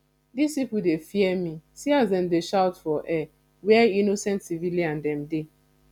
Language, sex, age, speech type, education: Nigerian Pidgin, female, 15-29, spontaneous, tertiary